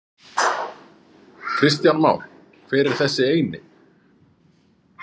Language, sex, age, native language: Icelandic, male, 30-39, Icelandic